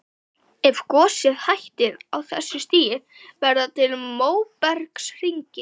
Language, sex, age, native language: Icelandic, female, 12, Icelandic